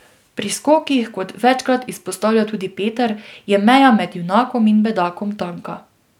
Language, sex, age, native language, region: Slovenian, female, 18-29, Slovenian, Drava region